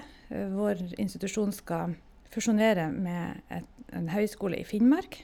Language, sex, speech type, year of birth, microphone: Norwegian, female, spontaneous, 1972, Shure